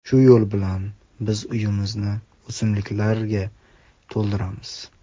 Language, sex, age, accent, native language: Uzbek, male, 25-34, Toshkent shahri, Uzbek